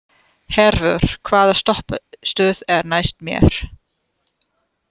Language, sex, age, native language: Icelandic, female, 30-39, German